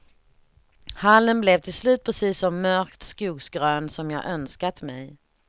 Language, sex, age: Swedish, female, 38